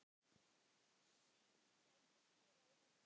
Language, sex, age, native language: Icelandic, male, 10, Icelandic